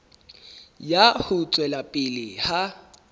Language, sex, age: Southern Sotho, male, 23